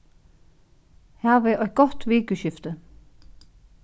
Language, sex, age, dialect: Faroese, female, 36-60, Norðuroyggjar